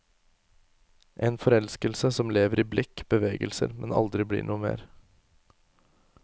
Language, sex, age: Norwegian, male, 24